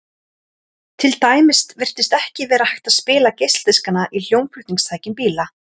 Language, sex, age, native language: Icelandic, female, 30-39, Icelandic